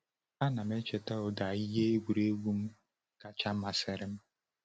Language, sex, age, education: Igbo, male, 15-29, tertiary